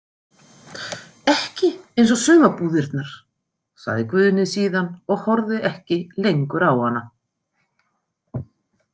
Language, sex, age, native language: Icelandic, female, 50-59, Icelandic